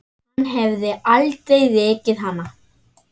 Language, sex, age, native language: Icelandic, male, 9, Icelandic